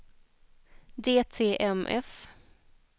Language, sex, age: Swedish, female, 21